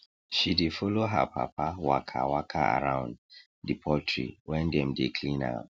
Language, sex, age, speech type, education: Nigerian Pidgin, male, 30-45, spontaneous, tertiary